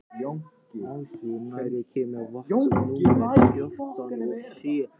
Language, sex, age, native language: Icelandic, male, 14, Icelandic